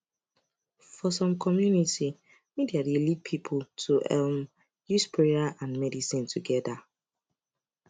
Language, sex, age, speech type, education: Nigerian Pidgin, female, 15-29, spontaneous, tertiary